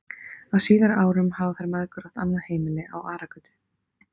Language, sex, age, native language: Icelandic, female, 30-39, Icelandic